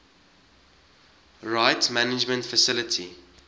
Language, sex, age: Afrikaans, male, 19